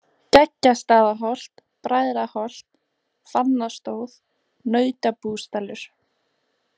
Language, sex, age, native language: Icelandic, female, 18-19, Icelandic